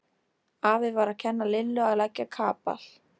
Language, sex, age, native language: Icelandic, female, 13, Icelandic